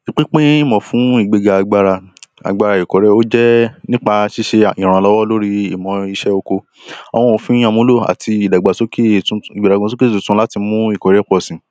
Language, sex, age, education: Yoruba, male, 15-29, primary